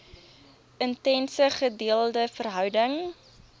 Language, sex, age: Afrikaans, female, 23